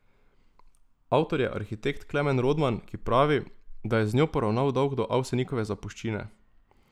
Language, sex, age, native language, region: Slovenian, male, 18-29, Slovenian, Drava region